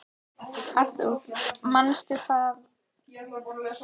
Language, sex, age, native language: Icelandic, female, 14, Icelandic